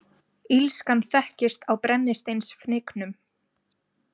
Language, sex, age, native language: Icelandic, female, 20-29, Icelandic